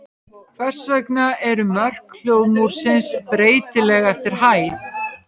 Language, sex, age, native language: Icelandic, female, 50-59, Icelandic